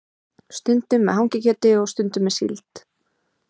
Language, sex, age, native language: Icelandic, female, 30-39, Icelandic